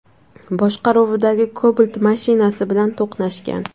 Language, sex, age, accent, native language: Uzbek, female, 19-29, Samarqand, Uzbek